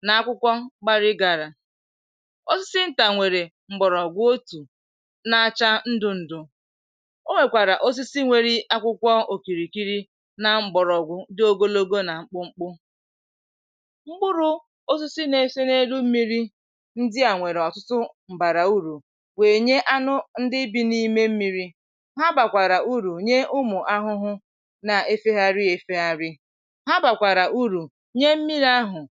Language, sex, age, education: Igbo, female, 15-29, tertiary